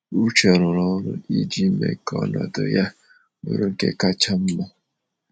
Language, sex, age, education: Igbo, male, 30-45, tertiary